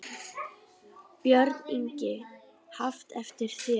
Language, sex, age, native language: Icelandic, female, 10, Icelandic